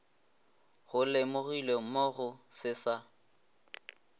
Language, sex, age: Northern Sotho, male, 20